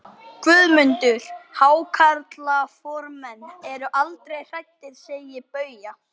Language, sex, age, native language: Icelandic, male, 12, Icelandic